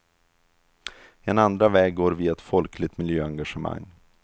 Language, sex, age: Swedish, male, 32